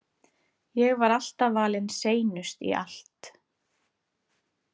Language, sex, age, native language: Icelandic, female, 30-39, Icelandic